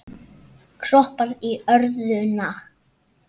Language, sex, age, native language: Icelandic, female, 7, Icelandic